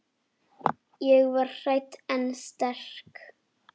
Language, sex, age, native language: Icelandic, female, 10, Icelandic